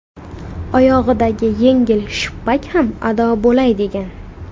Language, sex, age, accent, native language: Uzbek, female, 18-24, Farg'ona, Uzbek